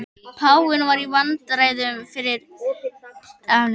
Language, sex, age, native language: Icelandic, male, 18-19, Icelandic